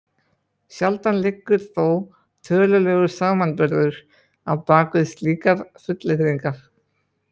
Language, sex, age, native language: Icelandic, male, 20-29, Icelandic